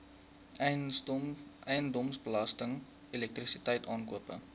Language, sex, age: Afrikaans, male, 20